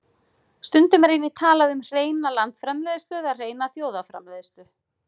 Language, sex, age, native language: Icelandic, female, 40-49, Icelandic